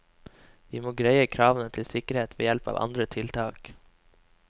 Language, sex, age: Norwegian, male, 21